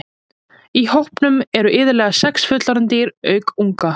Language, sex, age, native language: Icelandic, female, 20-29, Icelandic